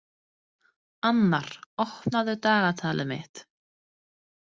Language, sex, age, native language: Icelandic, female, 30-39, Danish